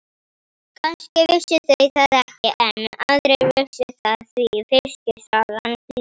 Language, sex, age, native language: Icelandic, female, 18-19, Icelandic